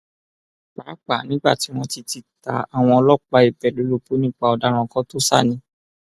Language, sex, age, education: Yoruba, male, 15-29, tertiary